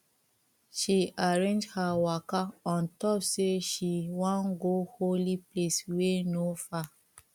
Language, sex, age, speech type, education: Nigerian Pidgin, female, 30-45, spontaneous, tertiary